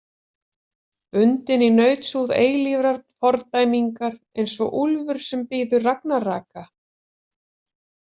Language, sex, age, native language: Icelandic, female, 40-49, Icelandic